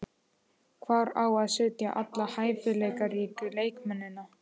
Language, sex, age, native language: Icelandic, male, 12, Icelandic